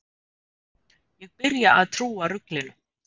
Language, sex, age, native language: Icelandic, female, 50-59, Icelandic